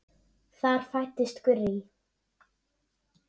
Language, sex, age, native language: Icelandic, female, 7, Icelandic